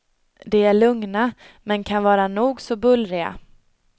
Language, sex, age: Swedish, female, 22